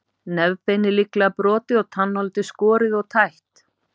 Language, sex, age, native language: Icelandic, female, 50-59, Icelandic